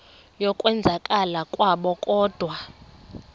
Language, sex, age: Xhosa, female, 23